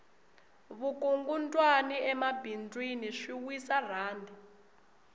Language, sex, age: Tsonga, female, 20